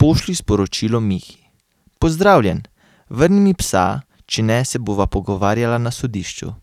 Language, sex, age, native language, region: Slovenian, male, 18-29, Slovenian, Carinthia region